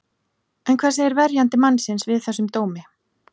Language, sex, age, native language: Icelandic, female, 40-49, Icelandic